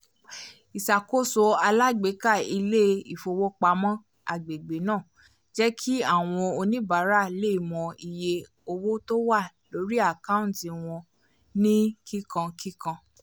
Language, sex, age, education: Yoruba, female, 15-29, tertiary